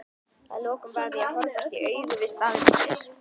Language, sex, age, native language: Icelandic, female, 11, Icelandic